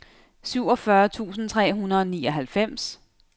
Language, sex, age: Danish, female, 32